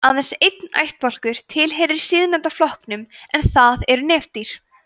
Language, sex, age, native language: Icelandic, female, 20-29, Icelandic